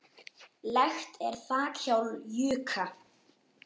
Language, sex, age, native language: Icelandic, male, 9, Icelandic